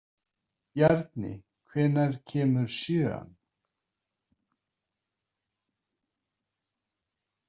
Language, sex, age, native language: Icelandic, male, 50-59, Icelandic